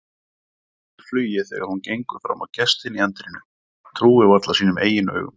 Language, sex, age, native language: Icelandic, male, 40-49, Icelandic